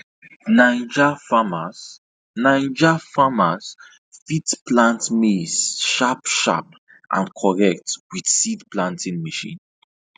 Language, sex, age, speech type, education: Nigerian Pidgin, male, 15-29, spontaneous, tertiary